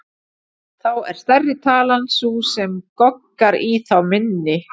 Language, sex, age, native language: Icelandic, female, 40-49, Icelandic